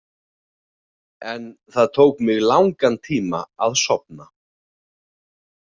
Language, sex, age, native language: Icelandic, male, 40-49, Icelandic